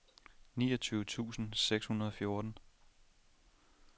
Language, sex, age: Danish, male, 27